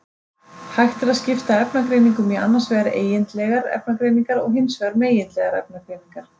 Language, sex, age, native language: Icelandic, female, 30-39, Icelandic